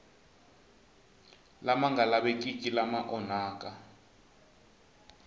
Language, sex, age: Tsonga, male, 20